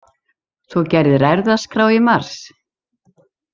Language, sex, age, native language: Icelandic, female, 70-79, Icelandic